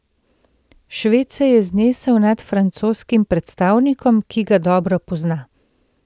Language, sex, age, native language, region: Slovenian, female, 30-49, Slovenian, Central Slovenia